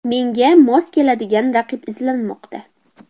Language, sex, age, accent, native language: Uzbek, female, under 19, Farg'ona, Uzbek